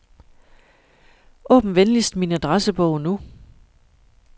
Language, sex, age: Danish, female, 41